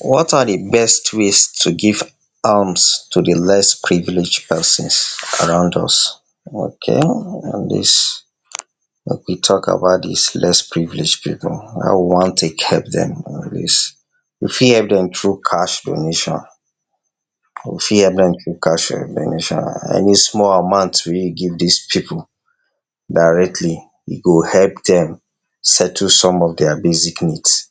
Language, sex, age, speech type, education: Nigerian Pidgin, male, 60+, spontaneous, tertiary